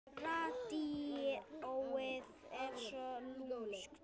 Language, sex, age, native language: Icelandic, male, 9, Icelandic